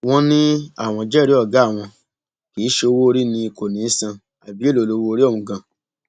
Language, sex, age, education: Yoruba, male, 30-45, tertiary